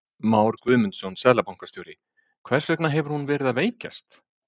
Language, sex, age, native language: Icelandic, male, 50-59, Icelandic